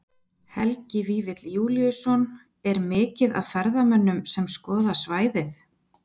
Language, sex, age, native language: Icelandic, female, 20-29, Icelandic